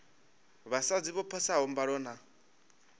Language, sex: Venda, male